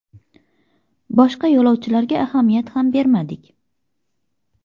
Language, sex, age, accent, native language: Uzbek, female, 25-34, Xorazm, Uzbek